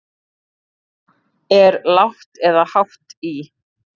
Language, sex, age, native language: Icelandic, female, 30-39, Icelandic